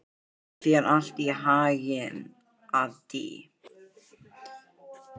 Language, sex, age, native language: Icelandic, female, 11, Icelandic